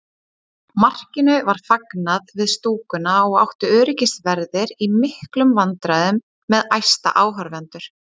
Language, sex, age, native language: Icelandic, female, 30-39, Icelandic